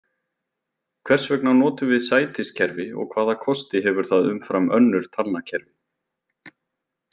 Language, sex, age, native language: Icelandic, male, 20-29, Icelandic